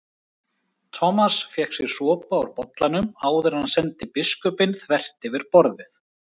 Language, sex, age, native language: Icelandic, male, 30-39, Icelandic